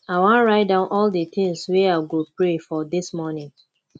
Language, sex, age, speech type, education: Nigerian Pidgin, female, 15-29, spontaneous, tertiary